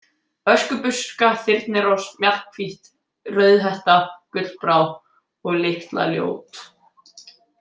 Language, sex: Icelandic, male